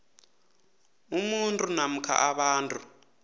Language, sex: South Ndebele, male